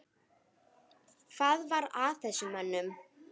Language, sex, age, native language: Icelandic, female, 9, Icelandic